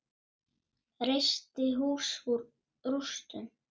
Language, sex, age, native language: Icelandic, male, 9, Icelandic